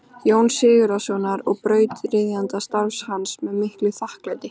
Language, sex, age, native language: Icelandic, female, 13, Icelandic